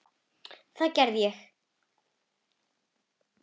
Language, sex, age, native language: Icelandic, female, 10, Icelandic